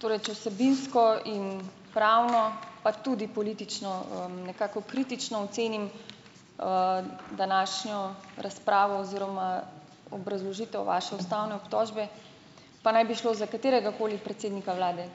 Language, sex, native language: Slovenian, female, Slovenian